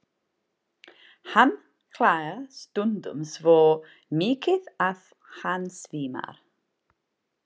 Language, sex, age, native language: Icelandic, female, 40-49, English